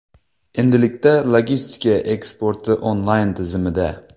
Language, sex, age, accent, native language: Uzbek, male, 19-29, Xorazm, Uzbek